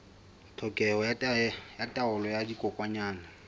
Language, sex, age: Southern Sotho, female, 22